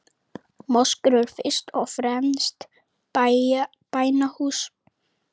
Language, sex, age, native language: Icelandic, female, 30-39, Icelandic